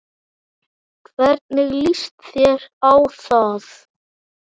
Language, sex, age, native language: Icelandic, male, 9, Icelandic